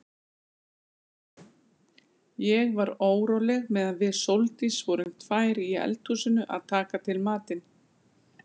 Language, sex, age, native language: Icelandic, female, 40-49, Icelandic